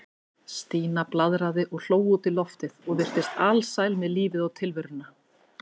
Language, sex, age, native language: Icelandic, female, 50-59, Icelandic